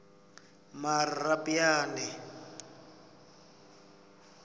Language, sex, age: South Ndebele, male, 20